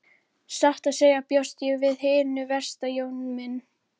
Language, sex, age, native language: Icelandic, female, 11, Icelandic